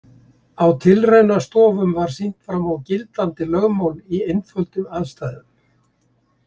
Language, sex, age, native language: Icelandic, male, 70-79, Icelandic